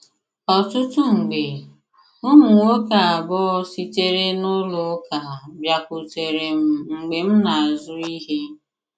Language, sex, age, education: Igbo, female, 15-29, tertiary